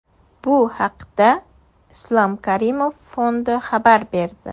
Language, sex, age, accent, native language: Uzbek, female, 18-24, Surxondaryo, Uzbek